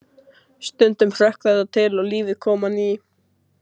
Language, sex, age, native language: Icelandic, female, 16, Icelandic